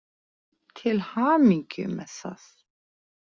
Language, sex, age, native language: Icelandic, female, 40-49, Icelandic